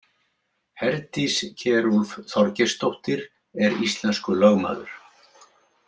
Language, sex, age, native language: Icelandic, male, 70-79, Icelandic